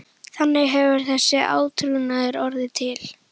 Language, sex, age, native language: Icelandic, female, 11, Icelandic